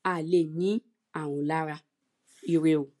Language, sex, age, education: Yoruba, female, 15-29, primary